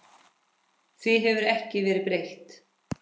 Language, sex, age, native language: Icelandic, female, 10, Icelandic